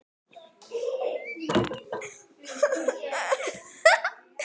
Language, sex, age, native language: Icelandic, female, 9, Icelandic